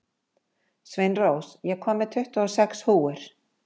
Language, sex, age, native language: Icelandic, female, 50-59, Icelandic